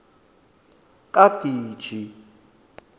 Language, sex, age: South Ndebele, male, 23